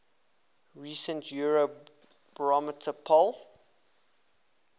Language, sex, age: English, male, 24